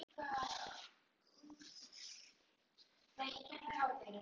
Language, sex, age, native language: Icelandic, female, 40-49, Icelandic